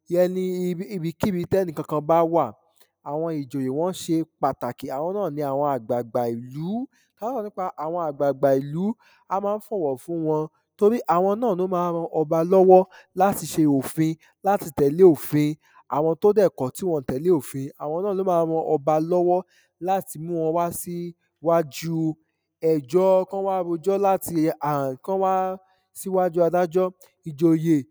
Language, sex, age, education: Yoruba, male, 15-29, tertiary